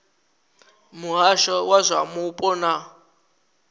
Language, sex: Venda, male